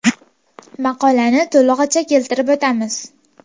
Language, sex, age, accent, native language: Uzbek, female, 18-24, Farg'ona, Uzbek